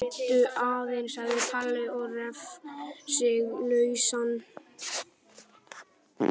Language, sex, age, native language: Icelandic, male, 12, Icelandic